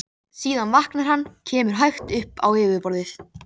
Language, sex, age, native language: Icelandic, female, 13, Icelandic